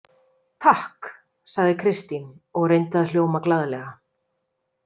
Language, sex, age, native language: Icelandic, female, 30-39, Icelandic